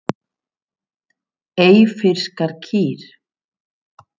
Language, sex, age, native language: Icelandic, female, 50-59, Icelandic